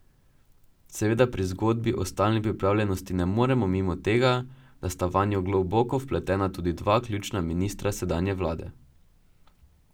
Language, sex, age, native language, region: Slovenian, male, 12-17, Slovenian, Drava region